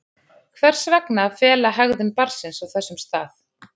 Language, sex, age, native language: Icelandic, male, 11, Icelandic